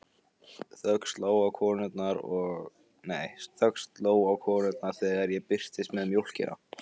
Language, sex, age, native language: Icelandic, male, 15, Icelandic